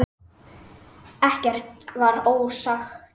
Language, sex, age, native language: Icelandic, male, 10, Icelandic